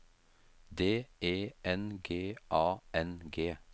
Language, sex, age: Norwegian, male, 33